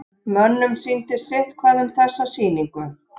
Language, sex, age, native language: Icelandic, male, 11, Icelandic